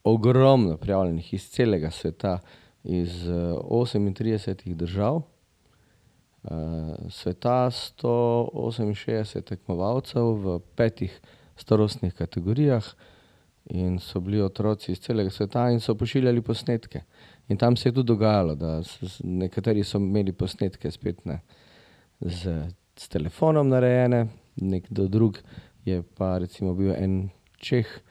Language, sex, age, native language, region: Slovenian, male, 50-59, Slovenian, Drava region